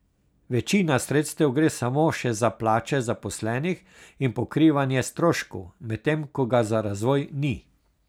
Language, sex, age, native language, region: Slovenian, male, 60+, Slovenian, Carinthia region